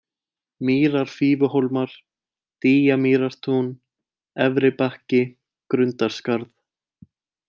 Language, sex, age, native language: Icelandic, male, 20-29, Icelandic